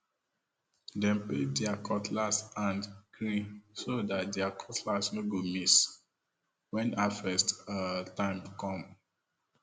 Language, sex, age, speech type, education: Nigerian Pidgin, male, 30-45, spontaneous, tertiary